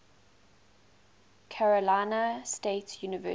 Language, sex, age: English, female, 19